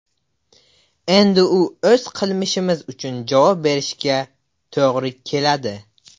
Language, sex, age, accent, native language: Uzbek, male, under 19, Buxoro, Uzbek